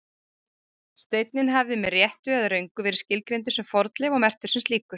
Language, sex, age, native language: Icelandic, female, 30-39, Icelandic